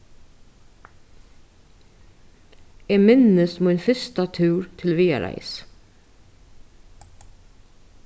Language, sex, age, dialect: Faroese, female, 36-60, Suðurstreymoy